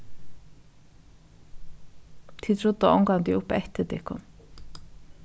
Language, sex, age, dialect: Faroese, female, 36-60, Norðuroyggjar